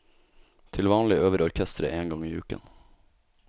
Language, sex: Norwegian, male